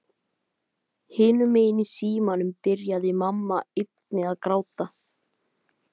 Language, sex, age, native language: Icelandic, male, 12, Icelandic